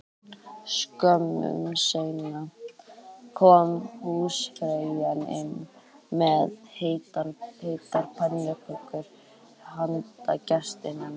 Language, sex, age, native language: Icelandic, female, 18-19, Icelandic